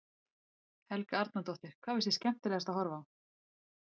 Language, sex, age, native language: Icelandic, female, 30-39, Icelandic